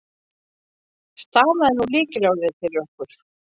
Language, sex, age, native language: Icelandic, female, 50-59, Icelandic